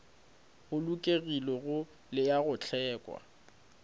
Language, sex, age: Northern Sotho, male, 20